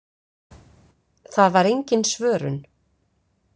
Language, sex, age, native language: Icelandic, female, 50-59, Icelandic